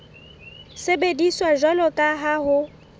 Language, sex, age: Southern Sotho, female, 18